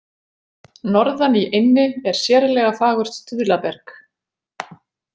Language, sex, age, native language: Icelandic, female, 40-49, Icelandic